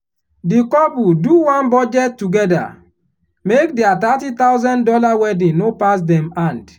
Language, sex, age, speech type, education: Nigerian Pidgin, male, 15-29, spontaneous, tertiary